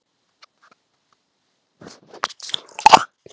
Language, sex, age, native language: Icelandic, male, 10, Icelandic